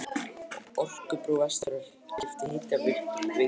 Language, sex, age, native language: Icelandic, male, 18-19, Icelandic